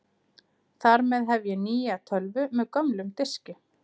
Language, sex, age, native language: Icelandic, female, 30-39, Icelandic